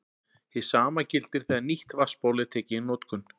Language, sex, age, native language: Icelandic, male, 40-49, Icelandic